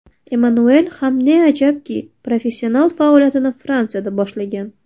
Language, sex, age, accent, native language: Uzbek, female, 19-29, Navoiy, Uzbek